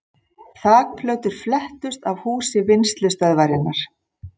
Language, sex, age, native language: Icelandic, female, 50-59, Icelandic